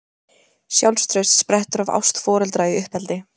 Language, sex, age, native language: Icelandic, female, 20-29, Icelandic